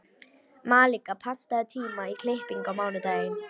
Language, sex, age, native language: Icelandic, female, 18-19, Icelandic